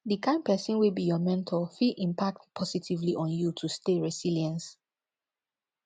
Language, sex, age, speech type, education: Nigerian Pidgin, female, 15-29, spontaneous, tertiary